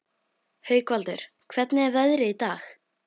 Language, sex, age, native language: Icelandic, female, 12, Icelandic